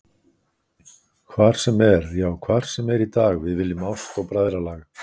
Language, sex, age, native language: Icelandic, male, 60-69, Icelandic